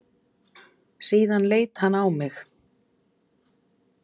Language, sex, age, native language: Icelandic, female, 30-39, Icelandic